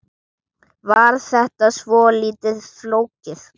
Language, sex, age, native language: Icelandic, male, 7, Icelandic